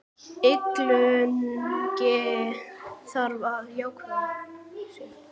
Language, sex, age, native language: Icelandic, male, 9, Icelandic